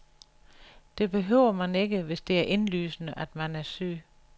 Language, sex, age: Danish, female, 61